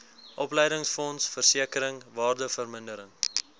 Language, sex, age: Afrikaans, male, 19